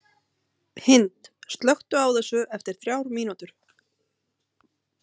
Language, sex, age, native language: Icelandic, female, 30-39, Icelandic